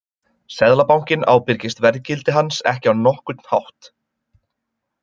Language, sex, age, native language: Icelandic, male, 20-29, Icelandic